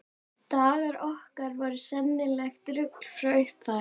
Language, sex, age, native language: Icelandic, female, 11, Icelandic